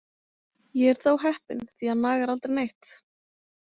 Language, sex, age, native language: Icelandic, female, 20-29, Icelandic